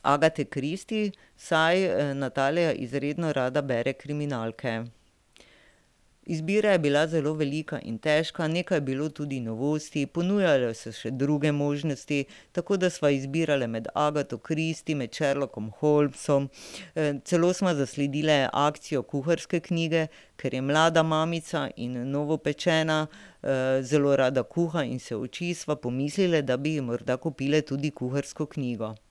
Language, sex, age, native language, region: Slovenian, female, 50-59, Slovenian, Drava region